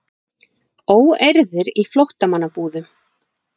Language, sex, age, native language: Icelandic, female, 40-49, Icelandic